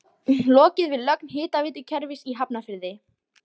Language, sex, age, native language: Icelandic, female, 14, Icelandic